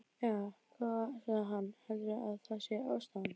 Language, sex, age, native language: Icelandic, female, 12, Icelandic